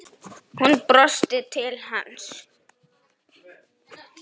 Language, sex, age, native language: Icelandic, male, 9, Icelandic